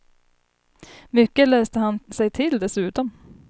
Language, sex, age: Swedish, female, 30